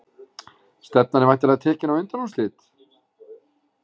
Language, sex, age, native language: Icelandic, male, 40-49, Icelandic